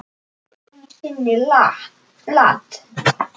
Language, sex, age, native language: Icelandic, male, 10, Icelandic